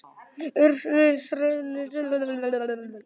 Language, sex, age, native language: Icelandic, male, 11, Icelandic